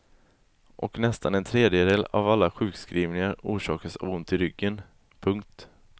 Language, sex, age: Swedish, male, 20